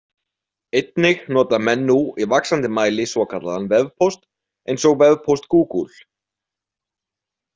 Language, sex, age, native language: Icelandic, male, 20-29, Icelandic